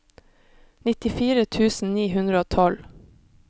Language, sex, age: Norwegian, female, 26